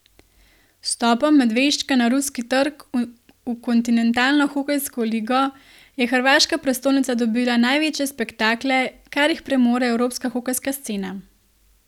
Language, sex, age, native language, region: Slovenian, female, 18-29, Slovenian, Gorenjska region